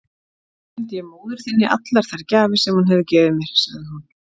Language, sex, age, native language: Icelandic, female, 40-49, Icelandic